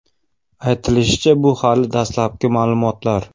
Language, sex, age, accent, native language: Uzbek, male, 25-34, Navoiy, Uzbek